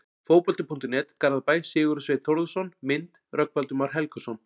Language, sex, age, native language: Icelandic, male, 40-49, Icelandic